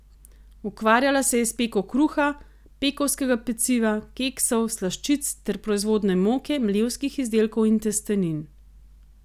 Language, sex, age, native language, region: Slovenian, female, 30-49, Slovenian, Gorenjska region